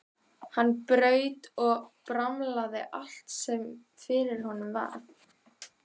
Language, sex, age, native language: Icelandic, female, 12, Icelandic